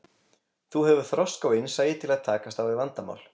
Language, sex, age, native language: Icelandic, male, 20-29, Icelandic